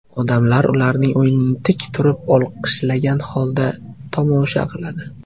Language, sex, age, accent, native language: Uzbek, male, 18-24, Toshkent viloyati, Uzbek